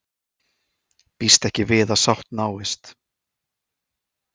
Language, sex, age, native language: Icelandic, male, 20-29, Icelandic